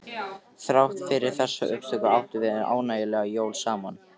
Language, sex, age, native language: Icelandic, male, 13, Icelandic